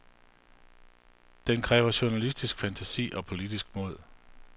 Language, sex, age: Danish, male, 48